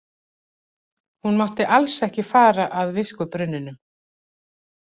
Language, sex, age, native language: Icelandic, female, 40-49, Icelandic